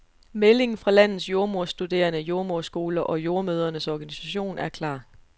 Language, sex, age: Danish, female, 29